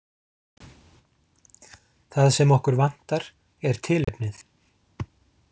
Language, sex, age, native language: Icelandic, male, 40-49, Icelandic